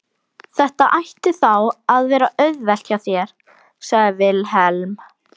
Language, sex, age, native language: Icelandic, female, 12, Icelandic